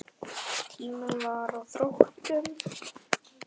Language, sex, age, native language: Icelandic, male, 10, Icelandic